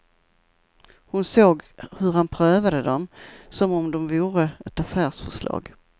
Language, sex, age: Swedish, female, 54